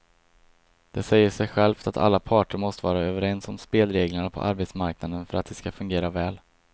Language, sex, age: Swedish, male, 22